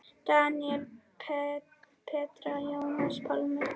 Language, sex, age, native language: Icelandic, female, 10, Icelandic